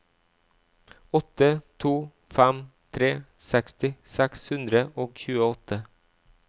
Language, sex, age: Norwegian, male, 37